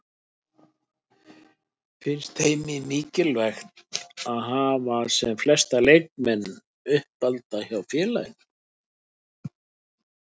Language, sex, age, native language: Icelandic, male, 60-69, Icelandic